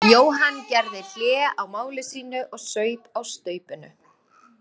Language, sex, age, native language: Icelandic, female, 30-39, Icelandic